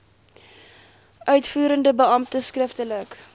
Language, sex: Afrikaans, female